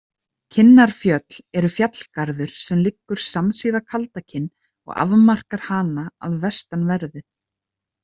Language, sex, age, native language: Icelandic, female, 30-39, Icelandic